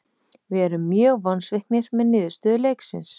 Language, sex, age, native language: Icelandic, female, 30-39, Icelandic